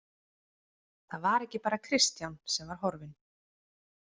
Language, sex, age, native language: Icelandic, female, 30-39, Icelandic